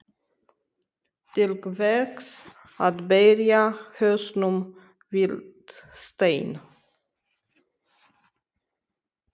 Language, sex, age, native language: Icelandic, female, 30-39, Romanian